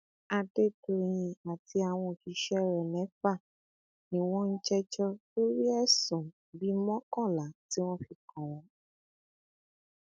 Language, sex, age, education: Yoruba, female, 15-29, tertiary